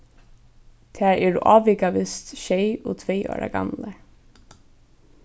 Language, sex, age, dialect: Faroese, female, 15-35, Norðurstreymoy/Eysturoy